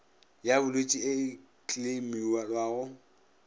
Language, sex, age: Northern Sotho, male, 26